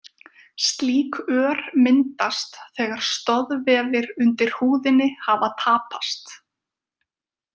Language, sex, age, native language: Icelandic, female, 20-29, Icelandic